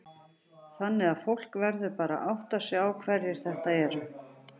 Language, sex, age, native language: Icelandic, male, 40-49, Icelandic